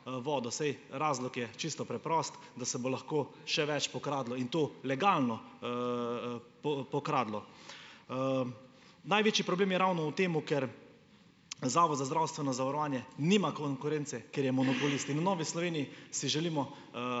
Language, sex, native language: Slovenian, male, Slovenian